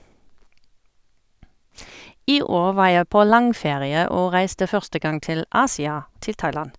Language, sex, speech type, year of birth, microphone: Norwegian, female, spontaneous, 1971, Sennheiser